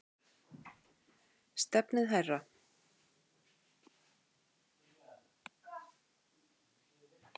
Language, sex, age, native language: Icelandic, female, 8, Icelandic